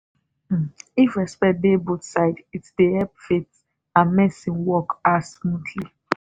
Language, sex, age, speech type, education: Nigerian Pidgin, female, 15-29, spontaneous, tertiary